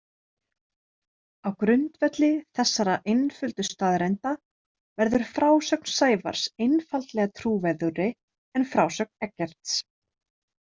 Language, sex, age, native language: Icelandic, female, 30-39, Icelandic